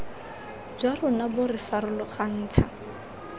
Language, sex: Tswana, female